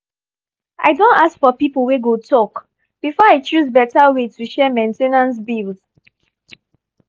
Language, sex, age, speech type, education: Nigerian Pidgin, female, 15-29, spontaneous, tertiary